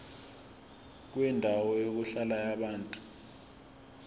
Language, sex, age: Zulu, male, 20